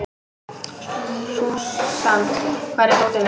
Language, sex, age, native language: Icelandic, female, 18-19, Icelandic